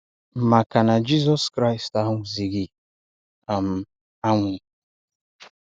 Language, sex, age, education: Igbo, male, 30-45, tertiary